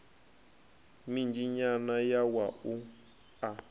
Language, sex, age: Venda, male, 25